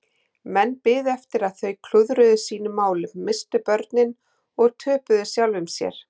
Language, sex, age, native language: Icelandic, female, 40-49, Icelandic